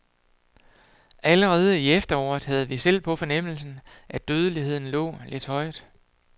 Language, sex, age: Danish, male, 48